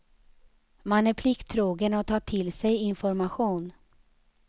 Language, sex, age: Swedish, female, 35